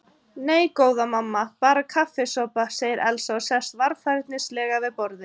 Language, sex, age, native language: Icelandic, female, 30-39, Icelandic